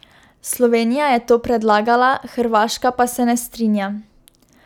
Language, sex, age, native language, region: Slovenian, female, 12-17, Slovenian, Drava region